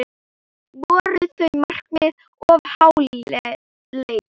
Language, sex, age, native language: Icelandic, female, 8, Icelandic